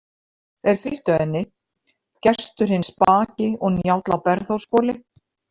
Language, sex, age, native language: Icelandic, female, 50-59, Icelandic